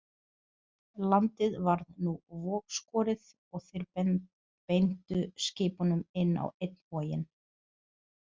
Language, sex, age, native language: Icelandic, female, 30-39, Portuguese